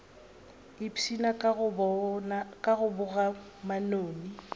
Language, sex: Northern Sotho, female